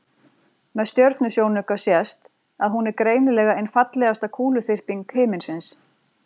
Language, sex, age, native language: Icelandic, female, 40-49, Icelandic